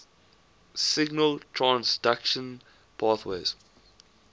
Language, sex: English, male